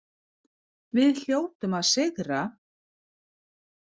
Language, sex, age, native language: Icelandic, female, 50-59, Icelandic